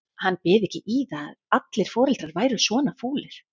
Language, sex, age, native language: Icelandic, female, 30-39, Icelandic